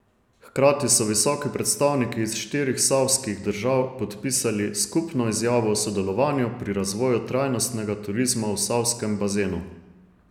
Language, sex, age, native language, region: Slovenian, male, 30-49, Slovenian, Savinja region